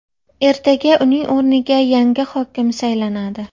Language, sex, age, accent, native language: Uzbek, female, 30-39, Farg'ona, Uzbek